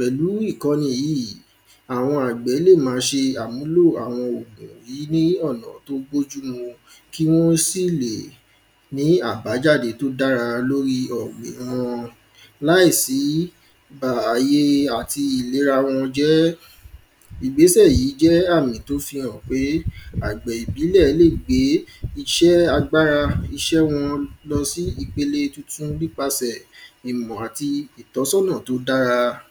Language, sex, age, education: Yoruba, male, 15-29, primary